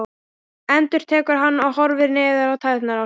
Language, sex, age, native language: Icelandic, female, 12, Icelandic